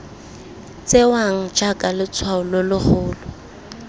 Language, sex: Tswana, female